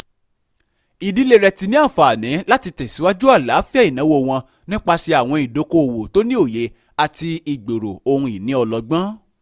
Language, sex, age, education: Yoruba, male, 15-29, tertiary